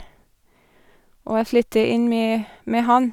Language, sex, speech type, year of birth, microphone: Norwegian, female, spontaneous, 1987, Sennheiser